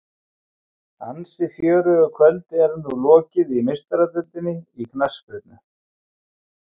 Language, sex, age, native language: Icelandic, male, 50-59, Icelandic